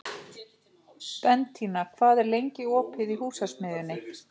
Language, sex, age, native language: Icelandic, male, 15, Icelandic